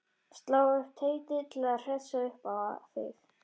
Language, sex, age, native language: Icelandic, female, 13, Icelandic